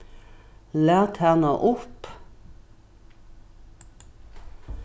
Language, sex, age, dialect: Faroese, female, 61+, Norðuroyggjar